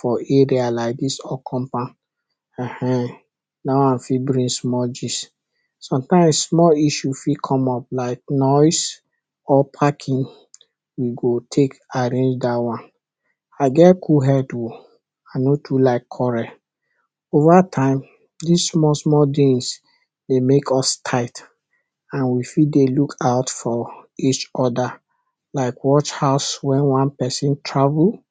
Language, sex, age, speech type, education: Nigerian Pidgin, male, 60+, spontaneous, tertiary